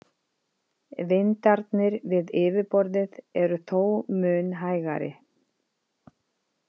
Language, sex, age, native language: Icelandic, female, 50-59, Icelandic